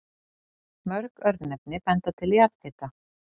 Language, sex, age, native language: Icelandic, female, 40-49, Icelandic